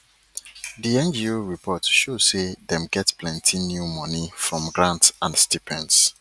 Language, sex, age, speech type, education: Nigerian Pidgin, male, 30-45, spontaneous, tertiary